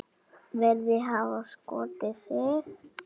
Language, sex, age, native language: Icelandic, male, 7, Icelandic